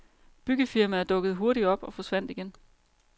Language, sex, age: Danish, female, 30